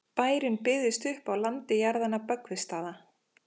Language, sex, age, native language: Icelandic, female, 40-49, Icelandic